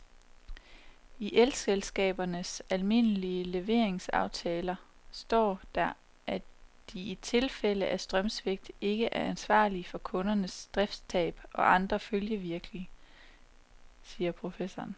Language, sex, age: Danish, female, 27